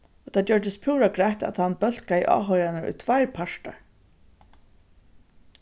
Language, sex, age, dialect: Faroese, female, 36-60, Suðurstreymoy